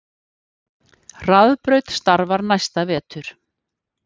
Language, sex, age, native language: Icelandic, female, 50-59, Icelandic